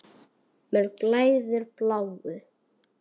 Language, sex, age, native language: Icelandic, male, 8, Icelandic